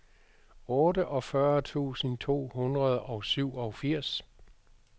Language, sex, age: Danish, male, 62